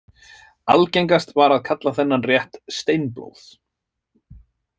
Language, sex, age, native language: Icelandic, male, 30-39, Icelandic